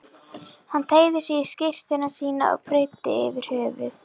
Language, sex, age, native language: Icelandic, female, 11, Icelandic